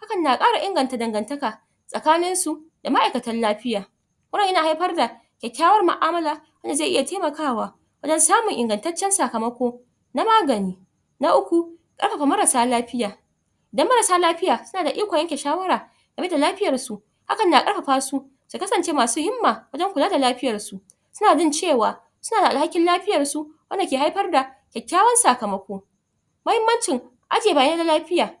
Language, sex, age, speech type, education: Hausa, female, 30-45, spontaneous, tertiary